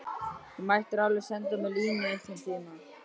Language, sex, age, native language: Icelandic, male, 12, Icelandic